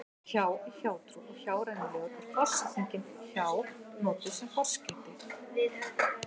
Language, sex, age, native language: Icelandic, female, 50-59, Icelandic